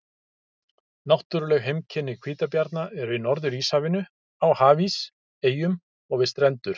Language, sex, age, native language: Icelandic, male, 50-59, Icelandic